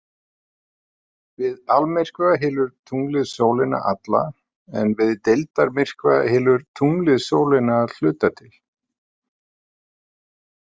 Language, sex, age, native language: Icelandic, male, 50-59, Icelandic